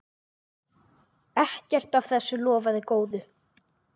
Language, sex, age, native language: Icelandic, male, 8, Icelandic